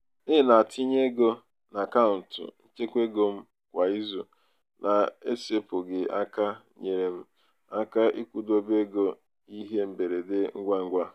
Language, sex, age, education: Igbo, male, 15-29, tertiary